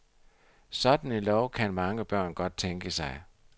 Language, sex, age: Danish, male, 60